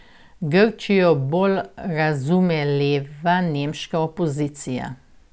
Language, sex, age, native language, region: Slovenian, female, 60+, Slovenian, Central Slovenia